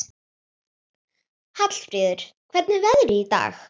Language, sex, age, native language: Icelandic, female, 40-49, Icelandic